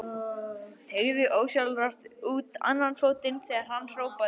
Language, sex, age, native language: Icelandic, male, 11, Icelandic